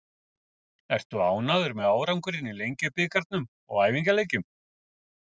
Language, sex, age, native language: Icelandic, male, 50-59, Icelandic